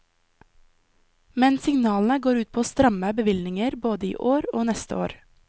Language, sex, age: Norwegian, female, 20